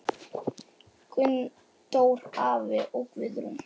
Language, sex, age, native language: Icelandic, male, 8, Icelandic